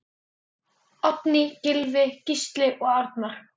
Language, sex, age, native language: Icelandic, male, 10, Icelandic